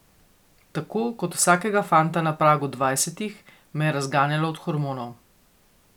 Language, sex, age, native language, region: Slovenian, female, 50-59, Slovenian, Coastal Karst region